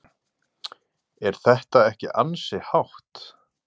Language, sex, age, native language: Icelandic, male, 40-49, Icelandic